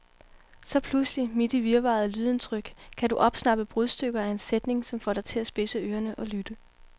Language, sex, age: Danish, female, 18